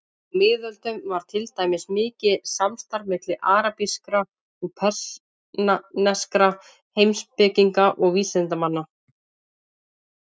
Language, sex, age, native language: Icelandic, female, 50-59, Icelandic